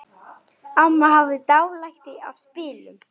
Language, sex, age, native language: Icelandic, female, 9, Icelandic